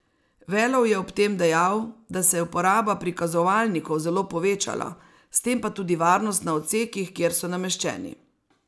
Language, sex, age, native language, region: Slovenian, female, 60+, Slovenian, Savinja region